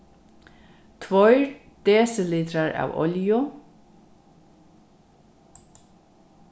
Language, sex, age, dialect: Faroese, female, 36-60, Norðurstreymoy/Eysturoy